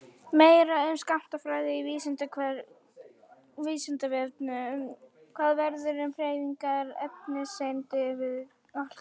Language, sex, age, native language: Icelandic, female, 40-49, Icelandic